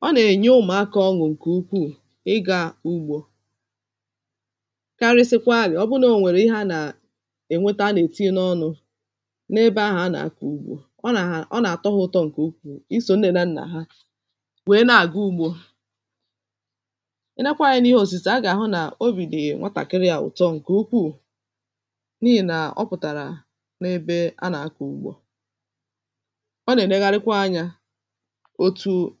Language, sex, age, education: Igbo, female, 30-45, tertiary